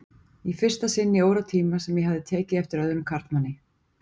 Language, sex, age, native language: Icelandic, female, 40-49, Icelandic